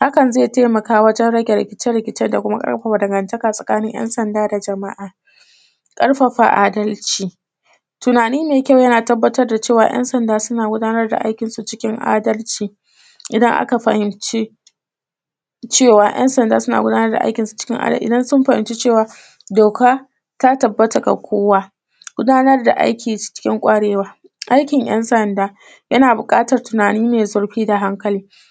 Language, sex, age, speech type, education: Hausa, female, 30-45, spontaneous, tertiary